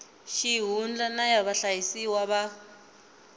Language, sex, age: Tsonga, female, 19